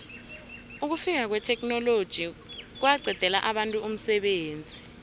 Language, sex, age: South Ndebele, female, 19